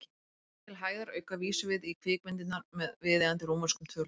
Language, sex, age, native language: Icelandic, female, 30-39, Icelandic